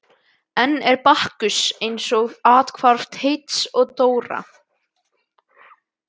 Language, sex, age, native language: Icelandic, male, 12, Icelandic